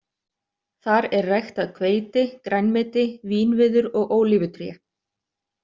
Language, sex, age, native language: Icelandic, other, 30-39, Icelandic